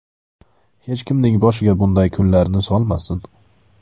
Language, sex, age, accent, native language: Uzbek, male, 18-24, Andijon, Uzbek